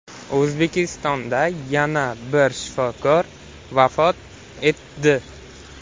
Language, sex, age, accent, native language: Uzbek, male, 18-24, Qashqadaryo, Uzbek